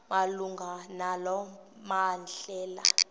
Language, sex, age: Xhosa, female, 21